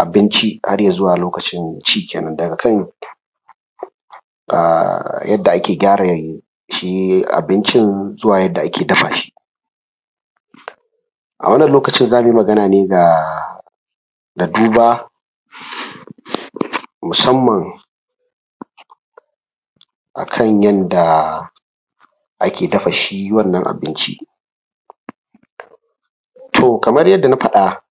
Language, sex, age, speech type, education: Hausa, male, 30-45, spontaneous, primary